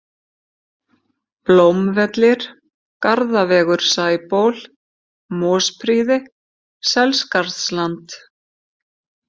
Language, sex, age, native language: Icelandic, female, 50-59, Icelandic